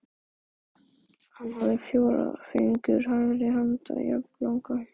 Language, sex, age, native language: Icelandic, male, 12, Icelandic